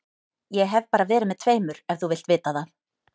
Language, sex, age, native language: Icelandic, female, 30-39, Icelandic